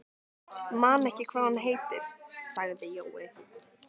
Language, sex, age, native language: Icelandic, female, 15, Icelandic